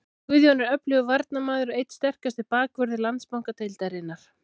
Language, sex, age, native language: Icelandic, female, 16, Icelandic